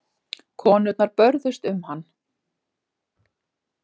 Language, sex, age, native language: Icelandic, female, 40-49, Icelandic